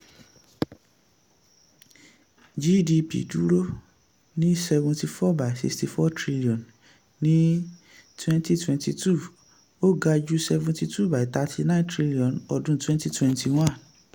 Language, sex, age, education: Yoruba, male, 15-29, tertiary